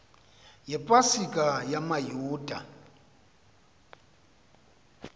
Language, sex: Xhosa, male